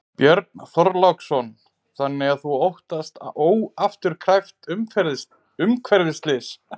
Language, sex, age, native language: Icelandic, male, 30-39, Icelandic